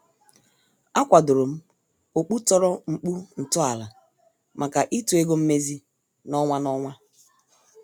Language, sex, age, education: Igbo, female, 30-45, tertiary